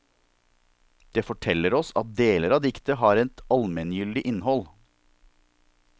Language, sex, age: Norwegian, male, 47